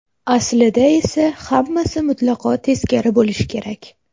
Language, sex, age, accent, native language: Uzbek, female, 18-24, Toshkent shahri, Uzbek